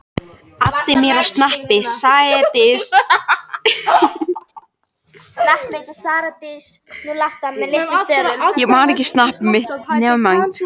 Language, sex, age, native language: Icelandic, female, 13, Icelandic